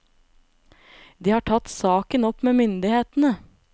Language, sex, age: Norwegian, female, 25